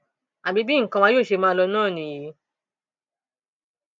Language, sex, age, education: Yoruba, female, 30-45, tertiary